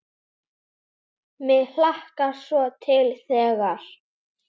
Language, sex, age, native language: Icelandic, female, 10, Icelandic